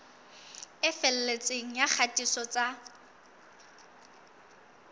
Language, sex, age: Southern Sotho, female, 19